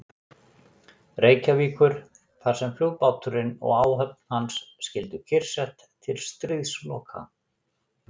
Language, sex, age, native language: Icelandic, male, 40-49, Icelandic